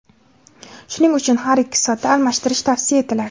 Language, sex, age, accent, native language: Uzbek, female, 18-24, Namangan, Uzbek